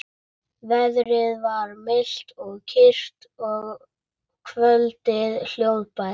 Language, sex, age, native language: Icelandic, male, 11, Icelandic